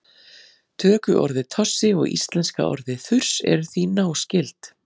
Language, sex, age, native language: Icelandic, female, 40-49, Icelandic